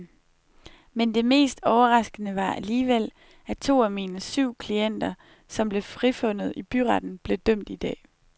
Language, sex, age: Danish, female, 21